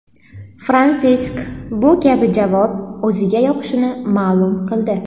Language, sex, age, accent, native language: Uzbek, female, 19-29, Qashqadaryo, Uzbek